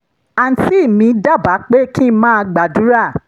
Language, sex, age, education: Yoruba, female, 30-45, tertiary